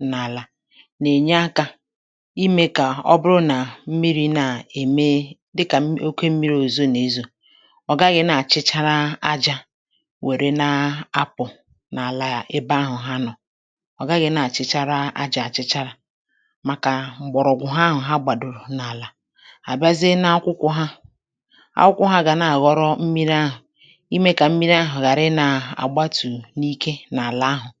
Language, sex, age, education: Igbo, female, 30-45, tertiary